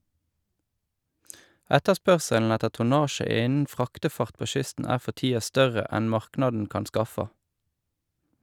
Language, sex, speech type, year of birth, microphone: Norwegian, male, read, 1983, Shure